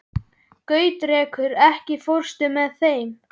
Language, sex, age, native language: Icelandic, male, 13, Icelandic